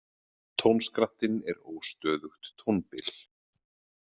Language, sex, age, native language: Icelandic, male, 30-39, Icelandic